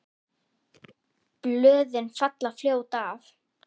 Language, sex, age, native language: Icelandic, female, 10, Icelandic